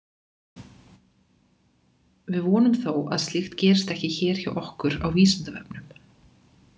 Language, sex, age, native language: Icelandic, female, 20-29, Icelandic